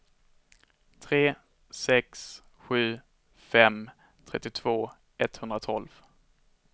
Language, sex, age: Swedish, male, 21